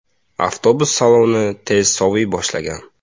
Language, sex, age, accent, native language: Uzbek, male, 18-24, Samarqand, Uzbek